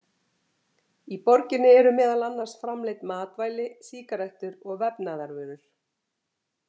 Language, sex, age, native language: Icelandic, female, 50-59, Icelandic